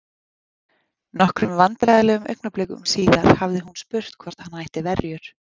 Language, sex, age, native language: Icelandic, female, 40-49, Icelandic